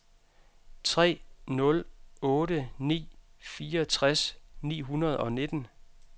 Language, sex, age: Danish, male, 32